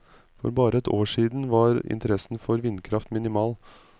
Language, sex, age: Norwegian, male, 35